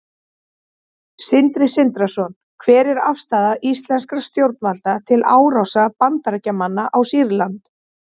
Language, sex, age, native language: Icelandic, female, 30-39, Icelandic